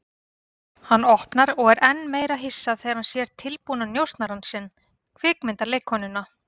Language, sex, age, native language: Icelandic, female, 30-39, Icelandic